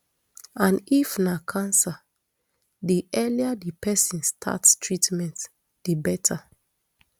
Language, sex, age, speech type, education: Nigerian Pidgin, female, 30-45, spontaneous, tertiary